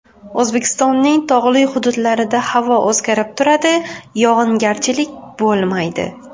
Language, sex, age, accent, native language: Uzbek, female, 19-29, Farg'ona, Uzbek